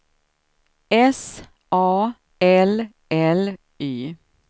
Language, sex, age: Swedish, female, 53